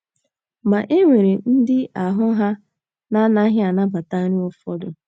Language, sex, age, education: Igbo, female, 15-29, tertiary